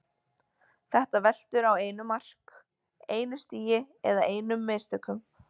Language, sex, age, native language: Icelandic, female, 20-29, Icelandic